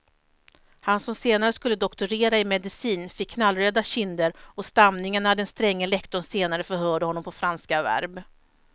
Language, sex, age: Swedish, female, 43